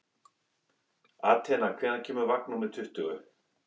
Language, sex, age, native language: Icelandic, male, 11, English